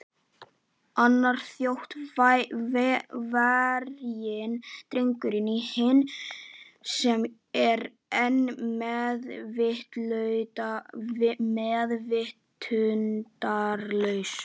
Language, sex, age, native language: Icelandic, male, 11, Icelandic